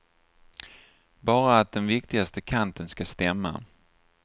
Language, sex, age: Swedish, male, 49